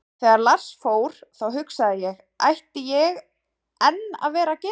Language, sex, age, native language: Icelandic, female, 30-39, Icelandic